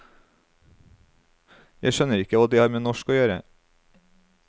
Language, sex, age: Norwegian, male, 35